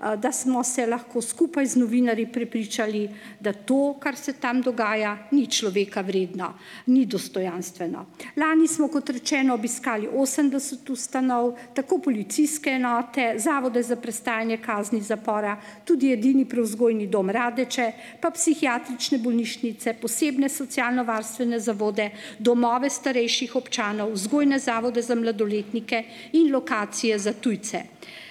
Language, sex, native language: Slovenian, female, Slovenian